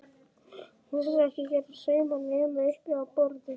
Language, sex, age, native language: Icelandic, male, 11, Icelandic